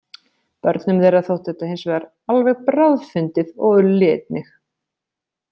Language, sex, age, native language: Icelandic, female, 30-39, Icelandic